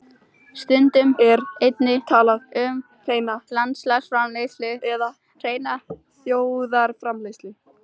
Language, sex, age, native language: Icelandic, female, 18-19, Icelandic